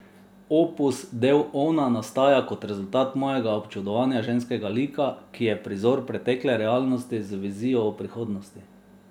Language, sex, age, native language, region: Slovenian, male, 30-49, Slovenian, Drava region